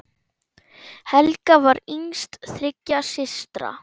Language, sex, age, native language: Icelandic, male, 10, Icelandic